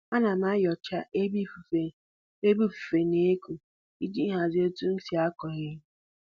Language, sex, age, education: Igbo, female, 15-29, tertiary